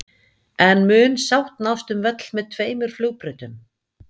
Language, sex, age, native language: Icelandic, female, 50-59, Icelandic